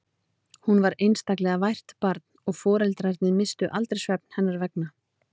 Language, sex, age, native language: Icelandic, female, 30-39, Icelandic